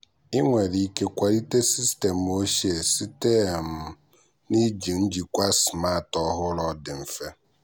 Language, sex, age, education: Igbo, male, 15-29, tertiary